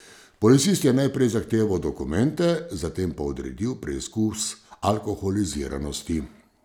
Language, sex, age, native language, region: Slovenian, male, 50-59, Slovenian, Savinja region